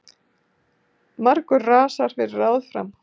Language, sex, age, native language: Icelandic, female, 50-59, Icelandic